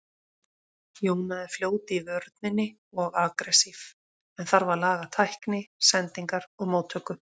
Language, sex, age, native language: Icelandic, female, 40-49, Icelandic